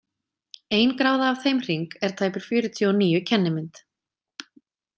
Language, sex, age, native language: Icelandic, female, 30-39, Icelandic